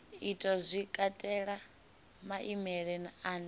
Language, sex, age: Venda, female, 18